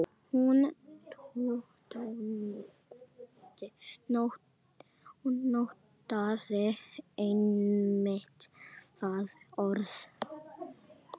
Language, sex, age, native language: Icelandic, female, 8, Icelandic